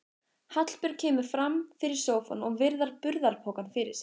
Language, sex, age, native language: Icelandic, female, 15, Icelandic